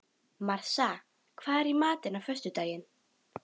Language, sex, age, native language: Icelandic, female, 12, Icelandic